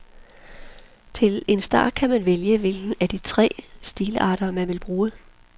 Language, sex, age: Danish, female, 43